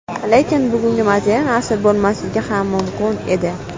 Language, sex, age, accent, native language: Uzbek, female, under 19, Toshkent viloyati, Uzbek